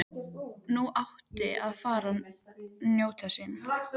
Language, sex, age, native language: Icelandic, female, 13, Icelandic